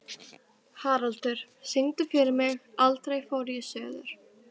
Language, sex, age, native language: Icelandic, female, 12, Icelandic